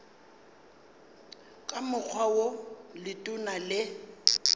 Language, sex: Northern Sotho, female